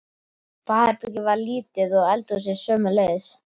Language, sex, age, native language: Icelandic, male, 12, Icelandic